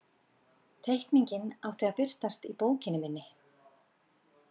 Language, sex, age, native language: Icelandic, female, 40-49, Icelandic